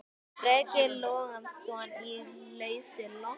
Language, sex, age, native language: Icelandic, male, 10, Icelandic